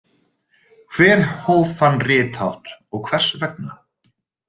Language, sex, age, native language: Icelandic, male, 30-39, Icelandic